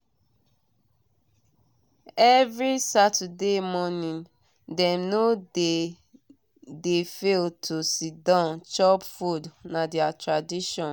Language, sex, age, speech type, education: Nigerian Pidgin, female, 30-45, spontaneous, tertiary